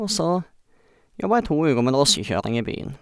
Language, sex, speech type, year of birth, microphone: Norwegian, male, spontaneous, 1989, Sennheiser